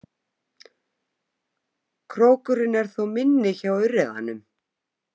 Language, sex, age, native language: Icelandic, female, 50-59, Icelandic